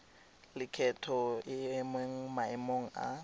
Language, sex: Tswana, male